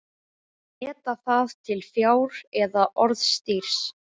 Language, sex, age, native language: Icelandic, male, 13, Icelandic